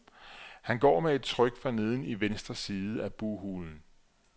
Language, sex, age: Danish, male, 34